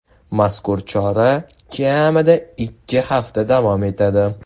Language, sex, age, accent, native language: Uzbek, male, 18-24, Toshkent shahri, Uzbek